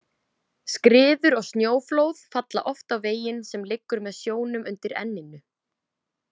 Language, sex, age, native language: Icelandic, female, 20-29, Icelandic